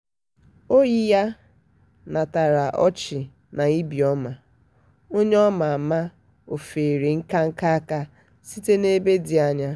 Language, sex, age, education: Igbo, female, 30-45, tertiary